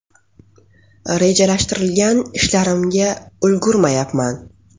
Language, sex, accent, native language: Uzbek, female, Farg'ona, Uzbek